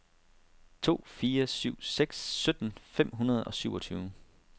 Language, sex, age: Danish, male, 32